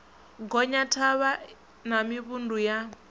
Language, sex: Venda, male